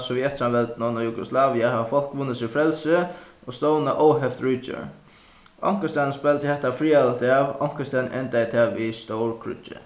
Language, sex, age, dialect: Faroese, male, 15-35, Suðuroy